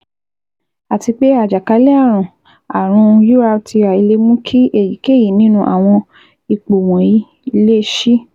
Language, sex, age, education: Yoruba, female, 15-29, tertiary